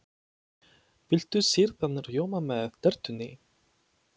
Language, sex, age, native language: Icelandic, male, 20-29, Polish